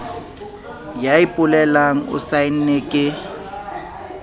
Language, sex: Southern Sotho, male